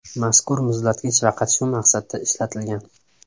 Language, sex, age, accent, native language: Uzbek, male, 18-24, Samarqand, Uzbek